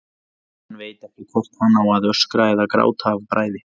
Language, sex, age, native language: Icelandic, male, 30-39, Icelandic